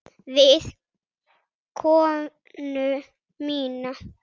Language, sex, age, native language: Icelandic, male, 6, Icelandic